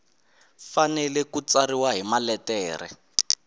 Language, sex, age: Tsonga, male, 19